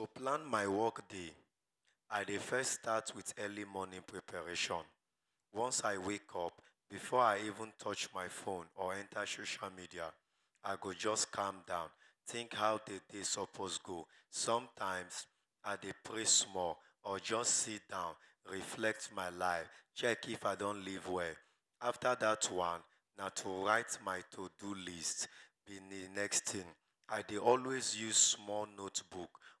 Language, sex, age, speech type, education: Nigerian Pidgin, male, 30-45, spontaneous, tertiary